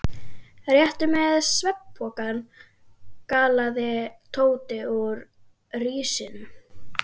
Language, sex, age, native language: Icelandic, female, 12, Icelandic